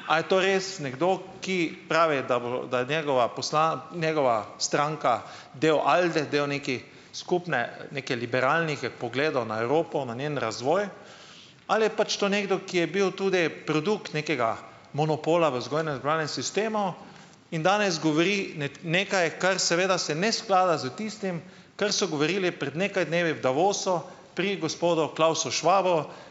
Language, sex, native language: Slovenian, male, Slovenian